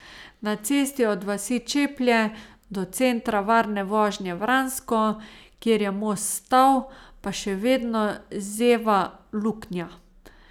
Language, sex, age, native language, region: Slovenian, female, 30-49, Slovenian, Savinja region